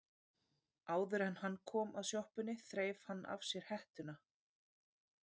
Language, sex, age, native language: Icelandic, female, 30-39, Icelandic